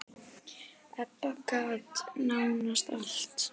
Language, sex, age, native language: Icelandic, female, 10, Icelandic